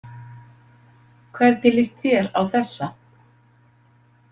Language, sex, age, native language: Icelandic, female, 50-59, Icelandic